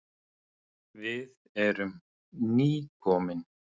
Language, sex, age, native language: Icelandic, male, 30-39, Icelandic